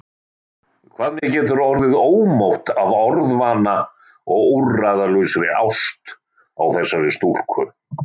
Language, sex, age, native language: Icelandic, male, 60-69, Icelandic